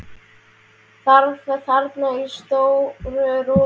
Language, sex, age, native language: Icelandic, male, 10, Icelandic